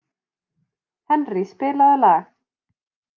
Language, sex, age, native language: Icelandic, female, 30-39, Icelandic